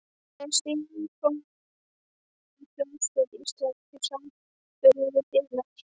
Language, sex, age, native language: Icelandic, female, 12, Icelandic